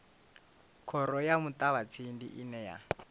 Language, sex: Venda, male